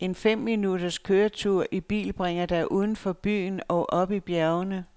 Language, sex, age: Danish, female, 69